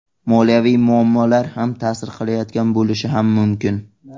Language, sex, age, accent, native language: Uzbek, male, 18-24, Qashqadaryo, Uzbek